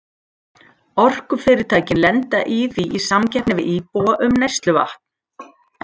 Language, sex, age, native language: Icelandic, female, 40-49, Icelandic